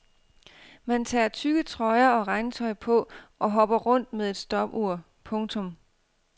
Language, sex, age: Danish, female, 32